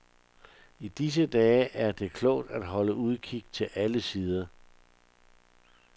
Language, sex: Danish, male